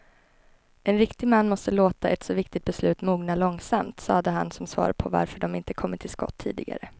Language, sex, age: Swedish, female, 21